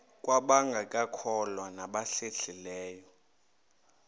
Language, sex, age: Xhosa, male, 21